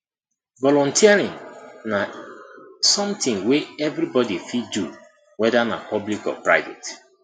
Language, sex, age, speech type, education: Nigerian Pidgin, male, 30-45, spontaneous, tertiary